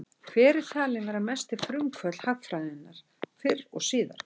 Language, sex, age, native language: Icelandic, female, 60-69, Icelandic